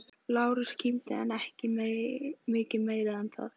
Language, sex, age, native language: Icelandic, female, 15, Icelandic